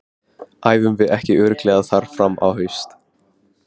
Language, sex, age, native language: Icelandic, male, 15, Icelandic